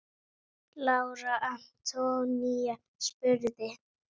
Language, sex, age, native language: Icelandic, female, 8, Icelandic